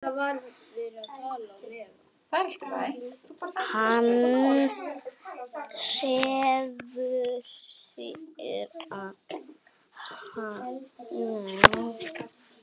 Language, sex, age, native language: Icelandic, male, 7, Icelandic